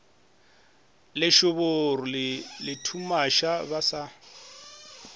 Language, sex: Northern Sotho, male